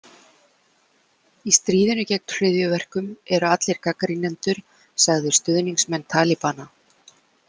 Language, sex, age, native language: Icelandic, female, 40-49, Icelandic